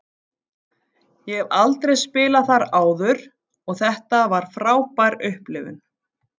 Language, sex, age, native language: Icelandic, female, 50-59, Icelandic